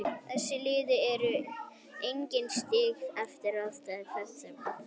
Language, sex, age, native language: Icelandic, female, 30-39, Icelandic